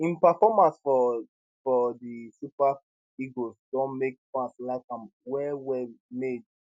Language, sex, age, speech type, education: Nigerian Pidgin, male, 15-29, spontaneous, tertiary